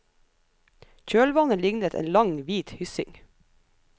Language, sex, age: Norwegian, female, 37